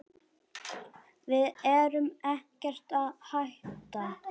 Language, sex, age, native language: Icelandic, female, 9, Icelandic